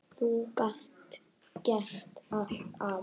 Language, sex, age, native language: Icelandic, female, 9, Icelandic